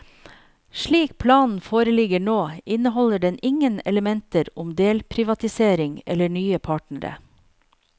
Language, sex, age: Norwegian, female, 48